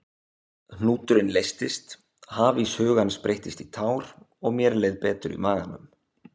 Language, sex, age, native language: Icelandic, male, 20-29, Icelandic